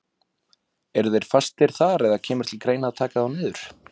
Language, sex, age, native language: Icelandic, male, 20-29, Icelandic